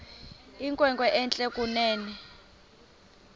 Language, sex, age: Xhosa, female, 24